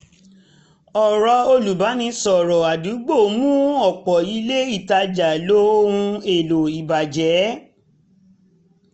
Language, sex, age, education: Yoruba, female, 30-45, tertiary